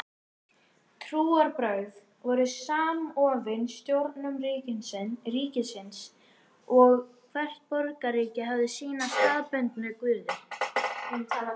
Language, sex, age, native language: Icelandic, female, 18-19, Icelandic